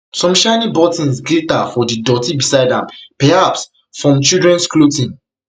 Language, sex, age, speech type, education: Nigerian Pidgin, male, 15-29, spontaneous, tertiary